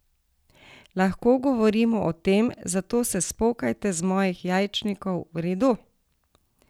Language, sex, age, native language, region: Slovenian, female, 60+, Slovenian, Savinja region